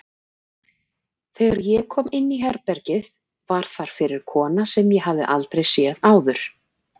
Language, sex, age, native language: Icelandic, female, 40-49, Icelandic